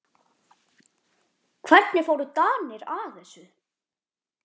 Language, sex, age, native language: Icelandic, male, 10, Icelandic